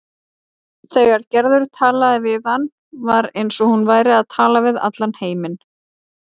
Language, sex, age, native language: Icelandic, female, 30-39, Icelandic